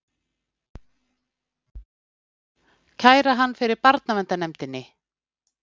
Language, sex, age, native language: Icelandic, female, 50-59, Icelandic